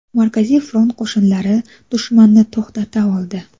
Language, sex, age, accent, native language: Uzbek, female, 25-34, Samarqand, Uzbek